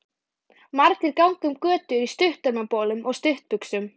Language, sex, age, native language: Icelandic, female, 12, Icelandic